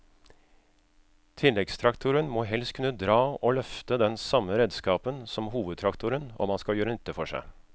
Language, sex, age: Norwegian, male, 36